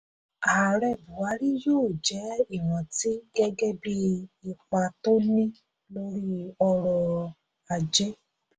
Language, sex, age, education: Yoruba, female, 30-45, tertiary